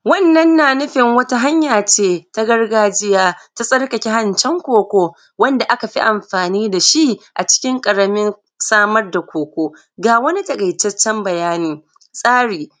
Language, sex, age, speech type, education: Hausa, female, 30-45, spontaneous, secondary